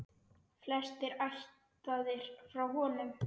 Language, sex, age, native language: Icelandic, male, 9, Icelandic